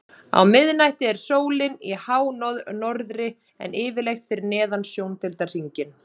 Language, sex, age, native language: Icelandic, female, 30-39, Icelandic